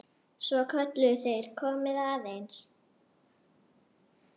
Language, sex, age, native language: Icelandic, female, 9, Icelandic